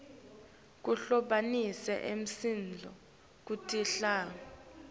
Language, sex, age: Swati, female, 19